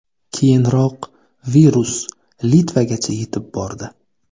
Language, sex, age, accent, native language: Uzbek, male, 25-34, Navoiy, Uzbek